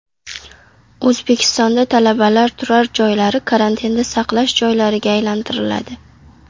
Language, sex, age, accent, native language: Uzbek, female, under 19, Qashqadaryo, Uzbek